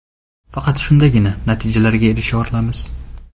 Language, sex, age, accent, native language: Uzbek, male, 18-24, Namangan, Uzbek